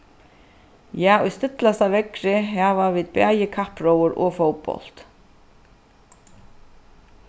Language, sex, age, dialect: Faroese, female, 36-60, Suðuroy